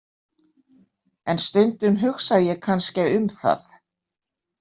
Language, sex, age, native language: Icelandic, female, 60-69, Icelandic